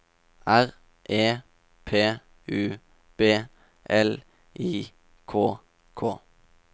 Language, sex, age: Norwegian, male, 27